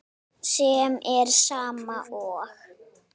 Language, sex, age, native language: Icelandic, female, 9, Icelandic